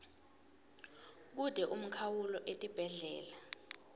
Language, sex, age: Swati, female, 19